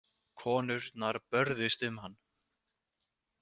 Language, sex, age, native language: Icelandic, male, 20-29, Icelandic